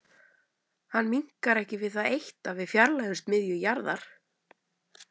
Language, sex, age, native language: Icelandic, female, 30-39, Icelandic